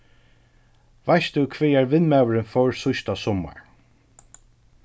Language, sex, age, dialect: Faroese, male, 36-60, Suðurstreymoy